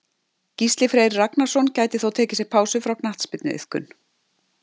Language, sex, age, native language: Icelandic, female, 50-59, Icelandic